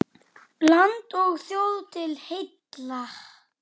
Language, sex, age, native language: Icelandic, female, 9, Icelandic